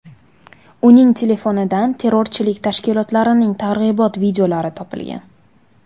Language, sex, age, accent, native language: Uzbek, female, 19-29, Farg'ona, Uzbek